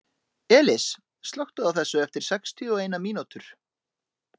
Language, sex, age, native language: Icelandic, male, 30-39, Icelandic